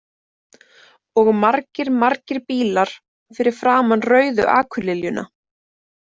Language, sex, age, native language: Icelandic, female, 20-29, Icelandic